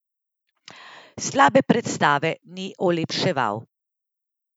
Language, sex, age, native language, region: Slovenian, female, 30-49, Slovenian, Central Slovenia